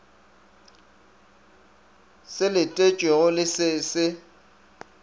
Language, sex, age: Northern Sotho, male, 24